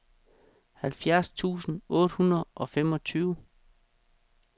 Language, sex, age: Danish, male, 36